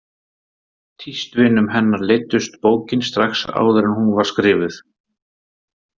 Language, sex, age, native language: Icelandic, male, 30-39, Icelandic